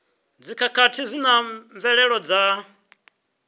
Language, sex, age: Venda, male, 23